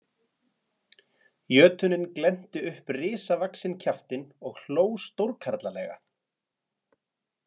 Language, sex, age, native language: Icelandic, male, 30-39, Icelandic